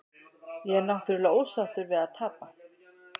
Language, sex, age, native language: Icelandic, male, 50-59, Icelandic